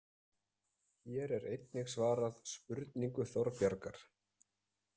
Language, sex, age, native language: Icelandic, male, 30-39, Icelandic